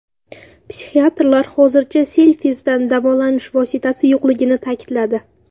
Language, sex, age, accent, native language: Uzbek, female, under 19, Samarqand, Uzbek